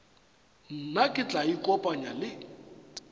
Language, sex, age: Northern Sotho, male, 35